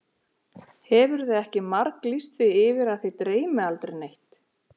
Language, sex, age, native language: Icelandic, male, 11, Icelandic